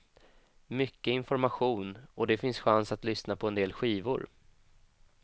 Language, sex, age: Swedish, male, 25